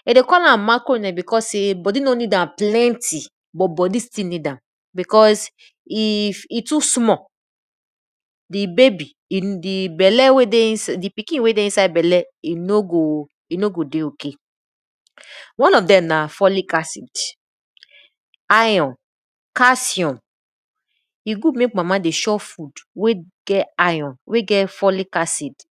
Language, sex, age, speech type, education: Nigerian Pidgin, female, 30-45, spontaneous, tertiary